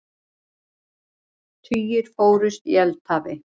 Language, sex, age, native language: Icelandic, female, 60-69, Icelandic